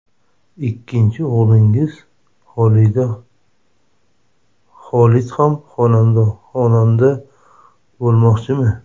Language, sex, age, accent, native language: Uzbek, male, 30-39, Toshkent shahri, Uzbek